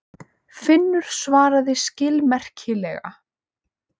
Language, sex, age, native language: Icelandic, female, 18-19, Icelandic